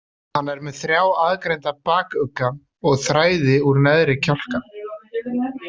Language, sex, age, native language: Icelandic, male, 30-39, Icelandic